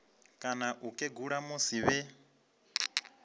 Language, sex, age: Venda, male, 25